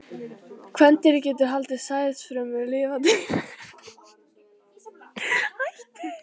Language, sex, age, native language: Icelandic, female, 18-19, Icelandic